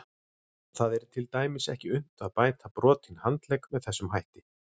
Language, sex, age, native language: Icelandic, male, 40-49, Icelandic